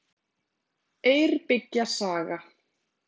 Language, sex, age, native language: Icelandic, female, 30-39, Icelandic